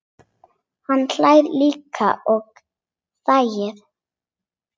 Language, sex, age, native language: Icelandic, other, 8, Icelandic